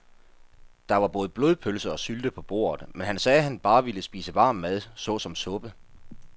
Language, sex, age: Danish, male, 33